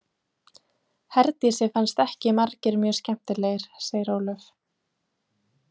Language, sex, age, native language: Icelandic, female, 20-29, Icelandic